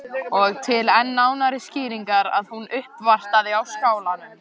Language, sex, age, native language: Icelandic, male, 14, Icelandic